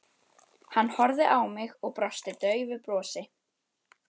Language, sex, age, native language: Icelandic, female, 12, Icelandic